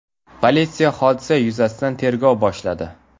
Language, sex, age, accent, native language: Uzbek, male, 18-24, Navoiy, Uzbek